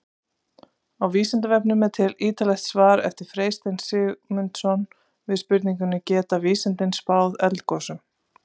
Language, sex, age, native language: Icelandic, female, 30-39, Icelandic